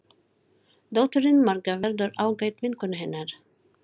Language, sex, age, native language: Icelandic, female, 40-49, Filipino